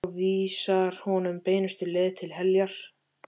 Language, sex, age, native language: Icelandic, male, 13, Icelandic